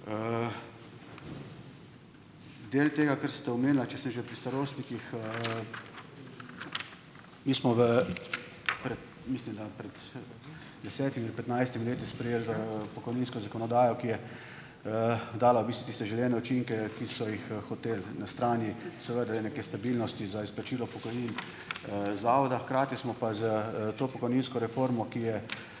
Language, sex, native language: Slovenian, male, Slovenian